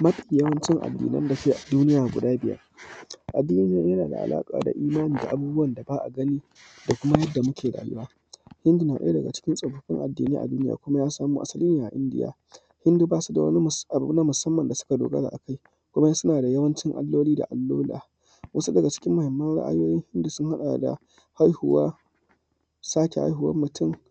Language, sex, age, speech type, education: Hausa, male, 15-29, spontaneous, tertiary